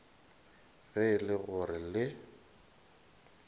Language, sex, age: Northern Sotho, male, 22